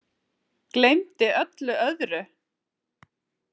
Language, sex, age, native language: Icelandic, female, 30-39, Icelandic